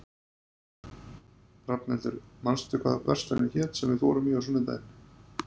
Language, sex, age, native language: Icelandic, male, 30-39, Icelandic